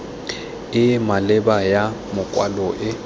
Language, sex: Tswana, male